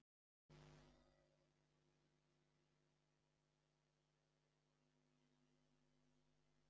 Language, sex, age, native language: Icelandic, male, 50-59, Icelandic